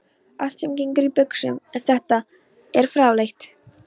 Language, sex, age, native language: Icelandic, female, 13, Polish